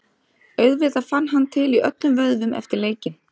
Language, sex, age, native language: Icelandic, female, 30-39, Icelandic